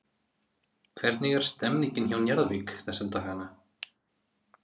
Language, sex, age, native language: Icelandic, male, 30-39, Icelandic